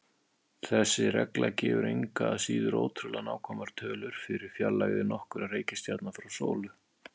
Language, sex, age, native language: Icelandic, male, 50-59, Icelandic